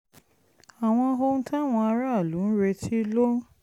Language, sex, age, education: Yoruba, female, 30-45, tertiary